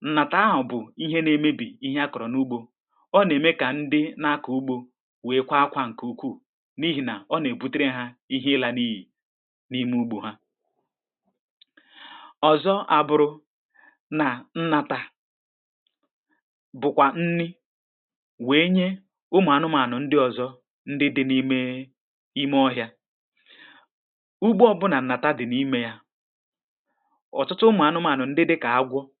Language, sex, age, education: Igbo, male, 30-45, tertiary